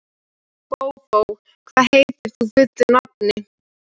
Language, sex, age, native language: Icelandic, female, 12, Icelandic